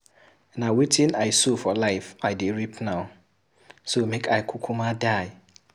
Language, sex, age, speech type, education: Nigerian Pidgin, male, 15-29, read, secondary